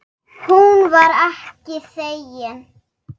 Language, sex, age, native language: Icelandic, female, 6, Icelandic